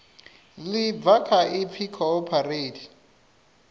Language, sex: Venda, male